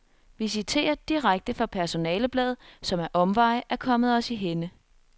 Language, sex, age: Danish, female, 21